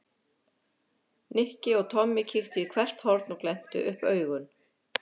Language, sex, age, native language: Icelandic, female, 50-59, Icelandic